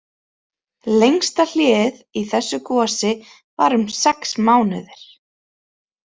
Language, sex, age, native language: Icelandic, female, 30-39, Icelandic